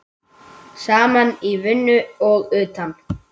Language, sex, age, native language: Icelandic, male, 8, Icelandic